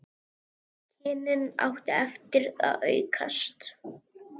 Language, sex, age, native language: Icelandic, male, 10, Icelandic